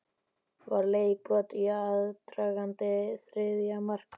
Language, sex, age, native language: Icelandic, male, 11, Icelandic